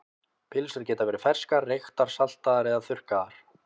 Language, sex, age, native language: Icelandic, male, 20-29, Icelandic